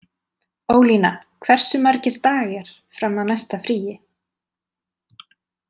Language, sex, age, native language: Icelandic, female, 30-39, Icelandic